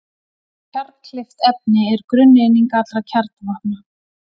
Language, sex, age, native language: Icelandic, female, 40-49, Icelandic